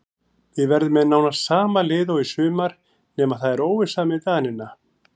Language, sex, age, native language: Icelandic, male, 40-49, Icelandic